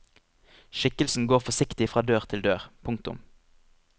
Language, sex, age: Norwegian, male, 25